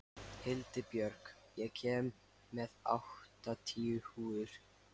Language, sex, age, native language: Icelandic, male, 13, Lithuanian